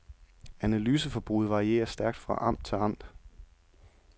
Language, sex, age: Danish, male, 31